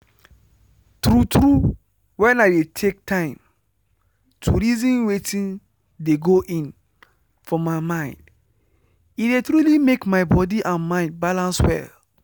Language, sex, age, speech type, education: Nigerian Pidgin, male, 15-29, spontaneous, tertiary